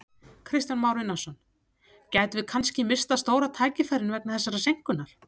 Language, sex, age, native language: Icelandic, female, 30-39, Icelandic